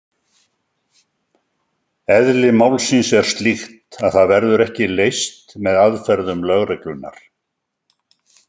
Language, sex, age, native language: Icelandic, male, 70-79, Icelandic